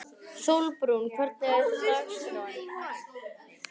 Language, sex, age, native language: Icelandic, male, 18-19, Icelandic